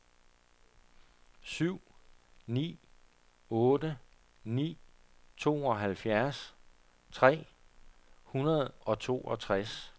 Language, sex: Danish, male